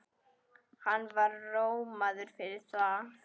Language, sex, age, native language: Icelandic, female, 10, Icelandic